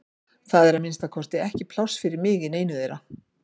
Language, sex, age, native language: Icelandic, female, 50-59, Icelandic